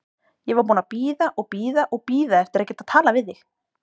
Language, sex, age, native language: Icelandic, female, 20-29, Icelandic